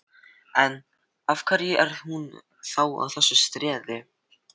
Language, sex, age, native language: Icelandic, male, 12, Filipino